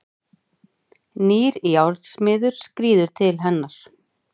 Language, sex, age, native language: Icelandic, female, 40-49, Icelandic